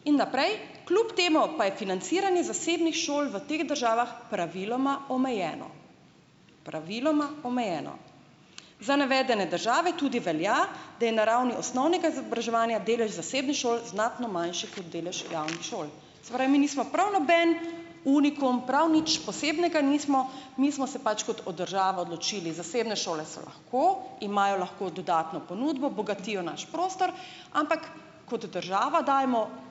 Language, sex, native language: Slovenian, female, Slovenian